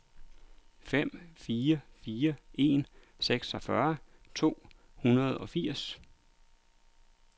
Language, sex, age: Danish, male, 39